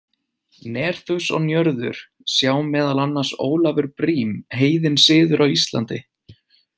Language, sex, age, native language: Icelandic, male, 20-29, Icelandic